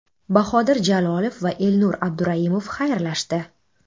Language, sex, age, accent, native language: Uzbek, female, 18-24, Navoiy, Uzbek